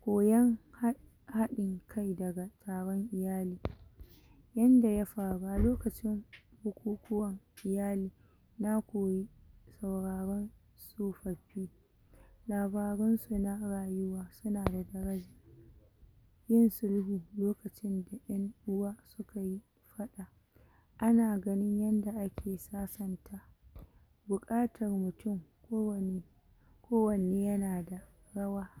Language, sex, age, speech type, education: Hausa, female, 46-60, spontaneous, tertiary